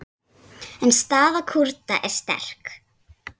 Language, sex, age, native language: Icelandic, female, 7, Icelandic